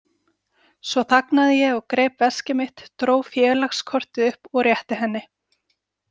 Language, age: Icelandic, 40-49